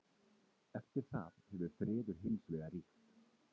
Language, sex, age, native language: Icelandic, male, 30-39, Icelandic